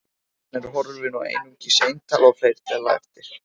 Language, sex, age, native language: Icelandic, male, 18-19, Icelandic